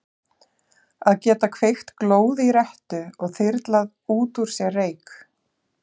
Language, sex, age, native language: Icelandic, female, 40-49, Icelandic